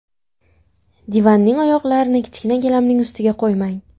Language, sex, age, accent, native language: Uzbek, female, 18-24, Buxoro, Uzbek